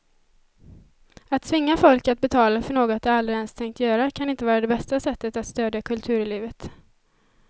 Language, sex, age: Swedish, female, 20